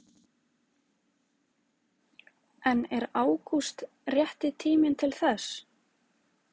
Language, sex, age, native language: Icelandic, female, 20-29, Icelandic